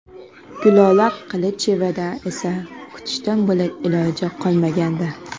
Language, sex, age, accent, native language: Uzbek, female, 18-24, Qoraqalpog'iston, Karakalpak